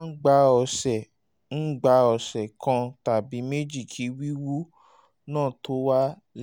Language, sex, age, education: Yoruba, male, 30-45, tertiary